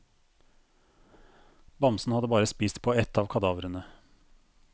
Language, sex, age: Norwegian, male, 42